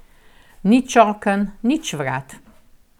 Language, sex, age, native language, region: Slovenian, female, 60+, Slovenian, Central Slovenia